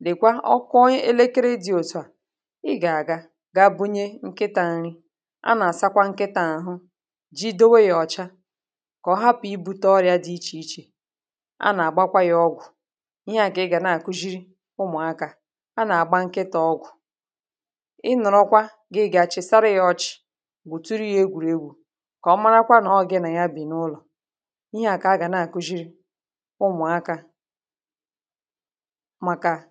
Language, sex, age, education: Igbo, female, 30-45, tertiary